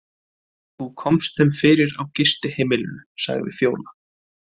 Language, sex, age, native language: Icelandic, male, 20-29, Icelandic